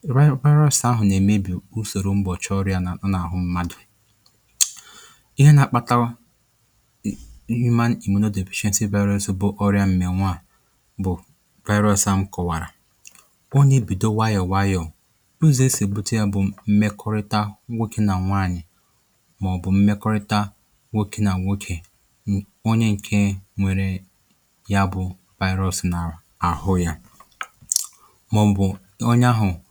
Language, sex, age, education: Igbo, male, 15-29, tertiary